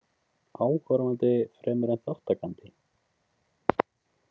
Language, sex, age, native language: Icelandic, male, 20-29, Icelandic